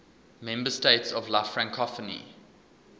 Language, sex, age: English, male, 20